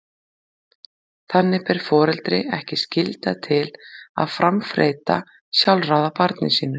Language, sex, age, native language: Icelandic, female, 40-49, Icelandic